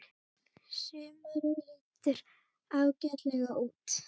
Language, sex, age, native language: Icelandic, female, 18-19, Icelandic